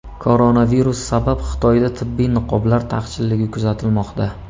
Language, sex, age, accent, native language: Uzbek, male, 25-34, Samarqand, Uzbek